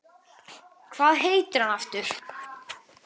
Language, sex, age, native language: Icelandic, male, 9, Icelandic